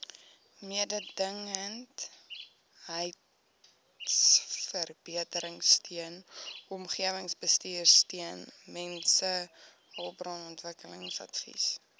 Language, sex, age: Afrikaans, female, 18